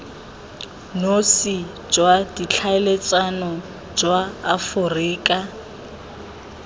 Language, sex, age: Tswana, female, 20